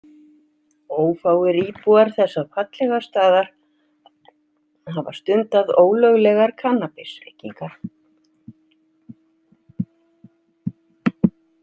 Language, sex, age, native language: Icelandic, female, 60-69, Icelandic